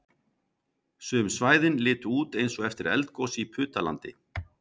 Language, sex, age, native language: Icelandic, male, 50-59, Icelandic